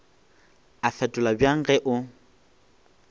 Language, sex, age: Northern Sotho, male, 21